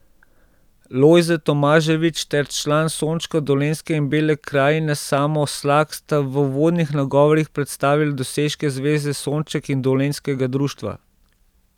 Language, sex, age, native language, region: Slovenian, male, 30-49, Slovenian, Central Slovenia